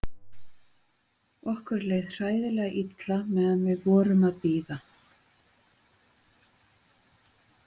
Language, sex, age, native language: Icelandic, female, 40-49, Icelandic